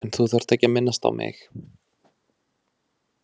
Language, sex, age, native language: Icelandic, male, 20-29, Icelandic